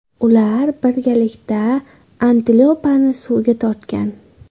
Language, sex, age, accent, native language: Uzbek, female, under 19, Qashqadaryo, Uzbek